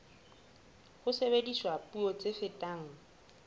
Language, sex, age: Southern Sotho, female, 22